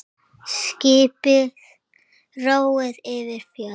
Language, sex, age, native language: Icelandic, female, 7, Icelandic